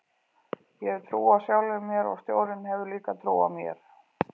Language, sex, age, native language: Icelandic, female, 40-49, Icelandic